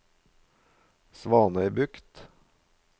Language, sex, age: Norwegian, male, 53